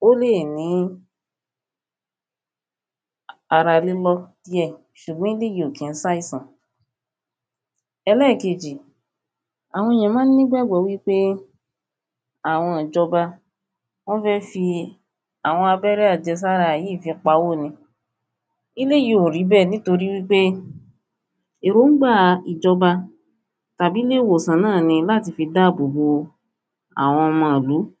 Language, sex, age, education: Yoruba, female, 15-29, tertiary